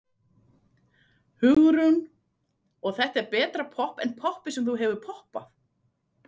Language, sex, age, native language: Icelandic, female, 40-49, Icelandic